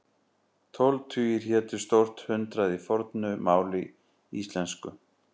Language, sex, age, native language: Icelandic, male, 40-49, Icelandic